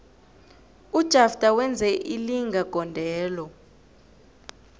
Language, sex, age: South Ndebele, female, 18